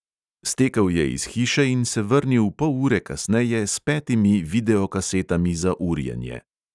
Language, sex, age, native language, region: Slovenian, male, 30-49, Slovenian, Central Slovenia